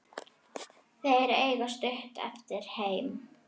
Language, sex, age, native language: Icelandic, female, 9, Icelandic